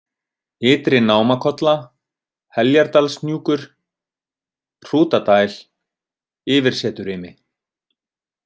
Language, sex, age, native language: Icelandic, male, 30-39, Icelandic